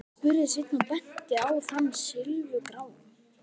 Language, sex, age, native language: Icelandic, male, 12, Icelandic